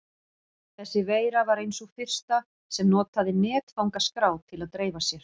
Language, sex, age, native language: Icelandic, female, 40-49, Icelandic